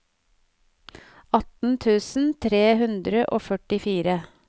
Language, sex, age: Norwegian, female, 49